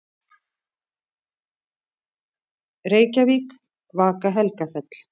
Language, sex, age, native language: Icelandic, female, 50-59, Icelandic